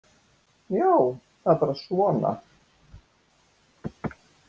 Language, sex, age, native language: Icelandic, female, 60-69, Icelandic